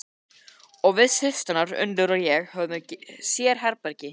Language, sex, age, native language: Icelandic, male, 13, Icelandic